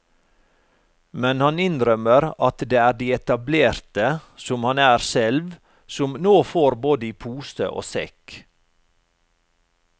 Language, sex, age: Norwegian, male, 45